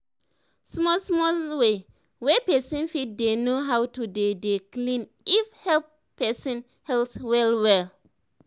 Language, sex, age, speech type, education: Nigerian Pidgin, female, 15-29, spontaneous, tertiary